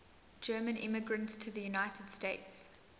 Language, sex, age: English, female, 20